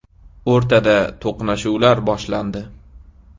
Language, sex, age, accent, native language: Uzbek, male, 18-24, Qashqadaryo, Uzbek